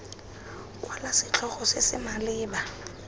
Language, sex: Tswana, female